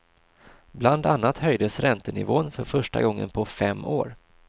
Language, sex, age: Swedish, male, 26